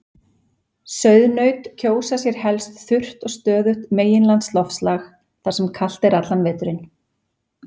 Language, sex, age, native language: Icelandic, female, 40-49, Icelandic